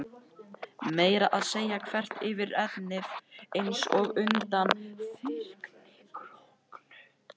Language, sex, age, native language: Icelandic, male, 13, Icelandic